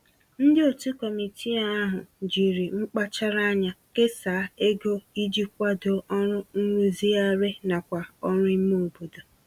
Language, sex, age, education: Igbo, female, 30-45, tertiary